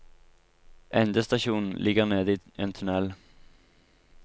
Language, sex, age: Norwegian, male, 23